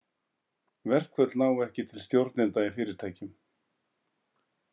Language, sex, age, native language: Icelandic, male, 50-59, Icelandic